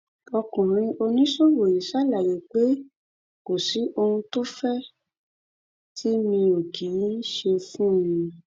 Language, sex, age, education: Yoruba, female, 15-29, tertiary